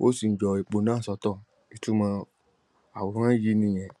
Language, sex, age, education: Yoruba, male, 15-29, tertiary